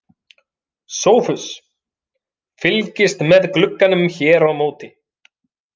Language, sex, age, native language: Icelandic, male, 30-39, Finnish